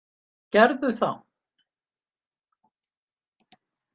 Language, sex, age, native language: Icelandic, female, 50-59, Icelandic